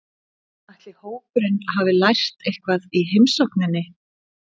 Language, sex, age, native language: Icelandic, female, 30-39, Icelandic